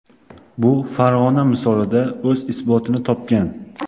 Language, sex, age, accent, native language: Uzbek, male, 18-24, Qashqadaryo, Uzbek